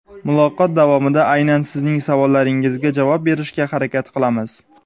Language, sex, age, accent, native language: Uzbek, male, 19-29, Sirdaryo, Uzbek